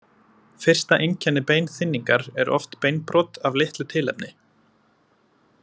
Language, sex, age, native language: Icelandic, male, 20-29, Icelandic